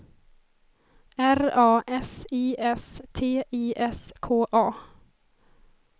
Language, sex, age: Swedish, female, 20